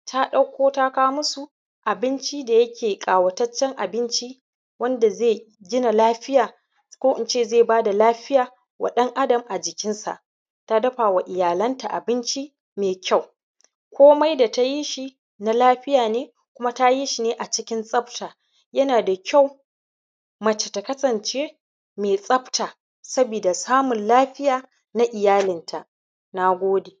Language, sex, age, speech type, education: Hausa, female, 30-45, spontaneous, primary